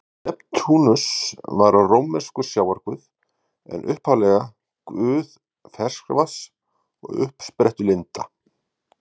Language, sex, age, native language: Icelandic, male, 50-59, Icelandic